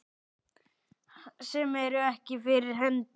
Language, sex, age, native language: Icelandic, male, 9, Icelandic